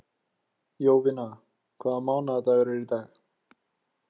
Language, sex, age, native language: Icelandic, male, 20-29, Icelandic